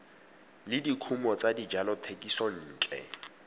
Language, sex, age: Tswana, male, 18